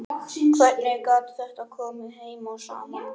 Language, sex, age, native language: Icelandic, male, 11, Icelandic